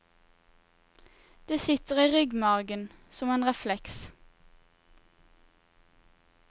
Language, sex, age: Norwegian, female, 21